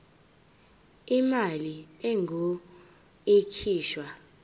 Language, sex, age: Zulu, female, 18